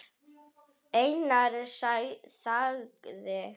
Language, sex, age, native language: Icelandic, female, 10, Icelandic